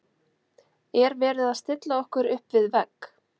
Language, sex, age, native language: Icelandic, female, 30-39, Icelandic